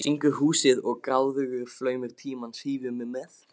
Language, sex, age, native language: Icelandic, male, 15, Icelandic